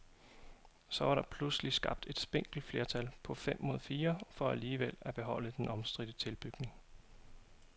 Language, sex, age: Danish, male, 27